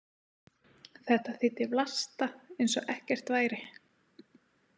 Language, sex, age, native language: Icelandic, female, 30-39, Icelandic